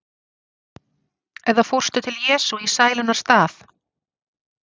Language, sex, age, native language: Icelandic, female, 40-49, Icelandic